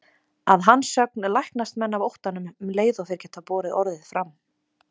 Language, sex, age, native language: Icelandic, female, 20-29, Icelandic